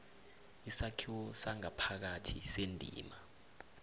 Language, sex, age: South Ndebele, male, 21